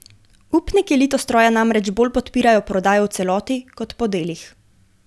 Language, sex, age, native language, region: Slovenian, female, 18-29, Slovenian, Gorenjska region